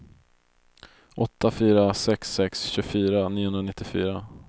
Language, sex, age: Swedish, male, 22